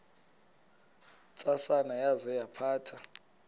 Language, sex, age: Xhosa, male, 20